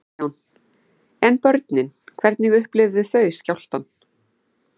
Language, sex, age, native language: Icelandic, female, 40-49, Icelandic